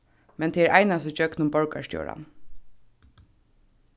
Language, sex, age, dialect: Faroese, female, 15-35, Suðurstreymoy